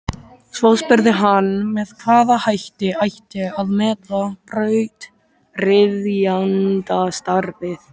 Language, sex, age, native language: Icelandic, male, 13, Icelandic